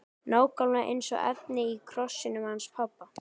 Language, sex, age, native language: Icelandic, male, 12, Icelandic